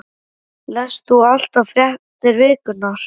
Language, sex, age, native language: Icelandic, male, 12, Icelandic